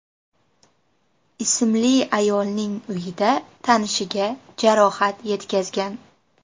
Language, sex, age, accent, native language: Uzbek, female, 25-34, Farg'ona, Uzbek